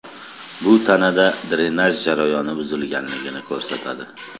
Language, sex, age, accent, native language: Uzbek, male, 25-34, Toshkent viloyati, Kazakh